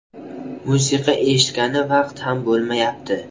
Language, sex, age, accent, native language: Uzbek, male, 19-29, Buxoro, Uzbek